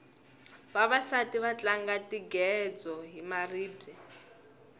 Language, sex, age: Tsonga, female, 20